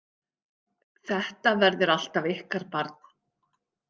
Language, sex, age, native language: Icelandic, female, 50-59, Icelandic